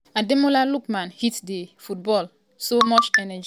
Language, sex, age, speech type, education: Nigerian Pidgin, female, 30-45, spontaneous, tertiary